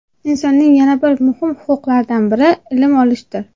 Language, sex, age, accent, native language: Uzbek, female, under 19, Namangan, Uzbek